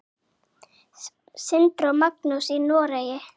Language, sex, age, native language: Icelandic, female, 7, Icelandic